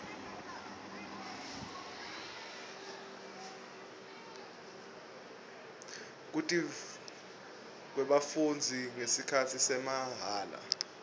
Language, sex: Swati, male